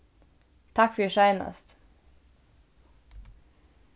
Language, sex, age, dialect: Faroese, female, 15-35, Suðurstreymoy